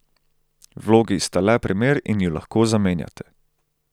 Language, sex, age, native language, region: Slovenian, male, 18-29, Slovenian, Central Slovenia